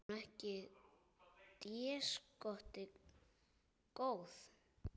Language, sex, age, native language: Icelandic, male, 9, Icelandic